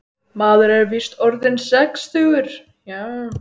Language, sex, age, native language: Icelandic, female, 12, Icelandic